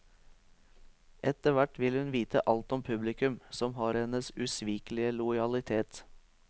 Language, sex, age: Norwegian, male, 23